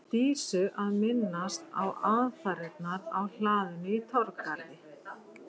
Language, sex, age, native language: Icelandic, female, 11, Icelandic